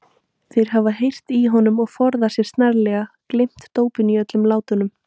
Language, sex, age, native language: Icelandic, female, 18-19, Icelandic